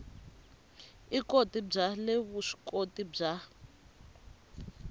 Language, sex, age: Tsonga, female, 19